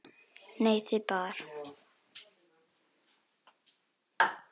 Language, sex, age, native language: Icelandic, female, 10, Icelandic